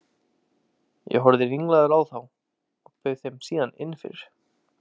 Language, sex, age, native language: Icelandic, male, 20-29, Icelandic